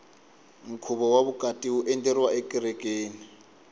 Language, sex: Tsonga, male